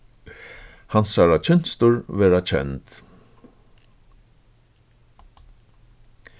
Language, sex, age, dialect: Faroese, male, 36-60, Suðurstreymoy